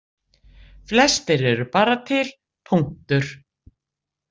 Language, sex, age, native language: Icelandic, female, 60-69, Icelandic